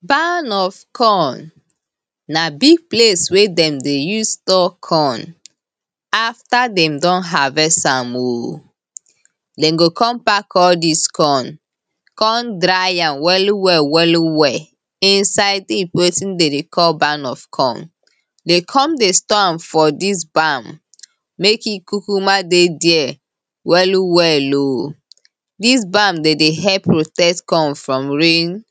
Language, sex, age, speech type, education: Nigerian Pidgin, female, 15-29, spontaneous, tertiary